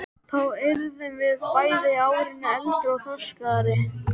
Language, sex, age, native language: Icelandic, male, 13, Icelandic